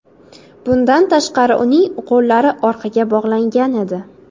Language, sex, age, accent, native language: Uzbek, female, 18-24, Jizzax, Uzbek